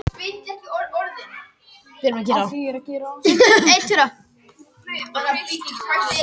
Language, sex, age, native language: Icelandic, male, 18-19, Icelandic